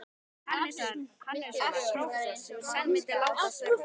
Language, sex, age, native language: Icelandic, male, 12, Icelandic